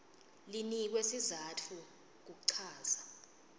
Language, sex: Swati, female